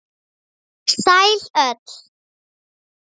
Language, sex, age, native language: Icelandic, female, 7, Icelandic